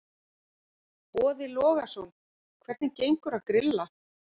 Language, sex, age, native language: Icelandic, female, 50-59, Icelandic